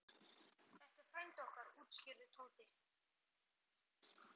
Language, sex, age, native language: Icelandic, male, 11, Icelandic